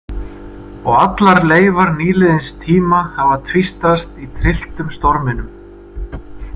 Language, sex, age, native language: Icelandic, male, 30-39, Icelandic